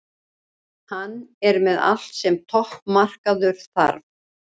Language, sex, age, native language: Icelandic, female, 60-69, Icelandic